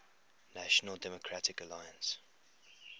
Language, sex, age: English, male, 21